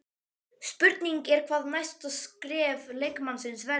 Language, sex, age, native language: Icelandic, male, 12, Icelandic